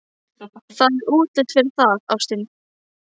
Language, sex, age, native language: Icelandic, female, 15, Icelandic